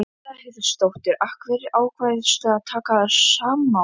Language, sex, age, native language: Icelandic, female, 11, Icelandic